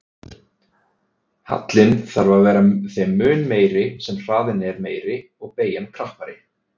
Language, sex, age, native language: Icelandic, male, 30-39, Icelandic